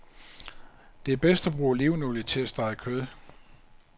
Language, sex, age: Danish, male, 56